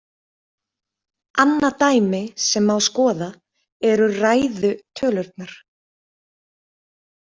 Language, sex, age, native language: Icelandic, female, 30-39, Icelandic